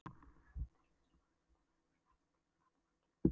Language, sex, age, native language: Icelandic, female, 12, Polish